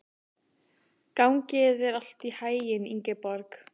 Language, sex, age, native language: Icelandic, female, 18-19, Icelandic